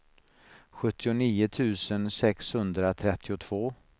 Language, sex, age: Swedish, male, 49